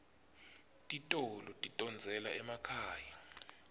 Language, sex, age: Swati, male, 25